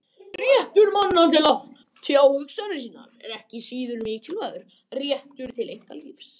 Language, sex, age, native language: Icelandic, other, 18-19, Icelandic